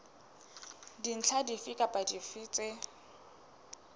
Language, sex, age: Southern Sotho, female, 23